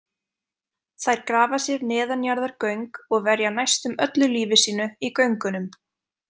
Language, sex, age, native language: Icelandic, female, 20-29, Icelandic